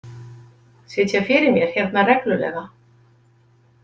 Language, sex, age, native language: Icelandic, female, 50-59, Icelandic